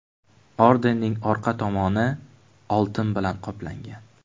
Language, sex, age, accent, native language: Uzbek, male, 18-24, Buxoro, Uzbek